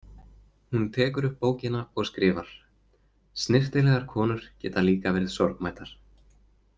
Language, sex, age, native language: Icelandic, male, 20-29, Icelandic